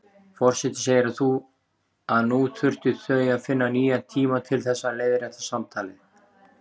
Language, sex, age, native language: Icelandic, male, 40-49, Icelandic